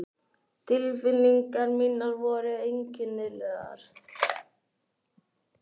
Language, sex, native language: Icelandic, other, Icelandic